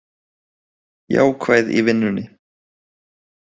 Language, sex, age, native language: Icelandic, male, 20-29, Icelandic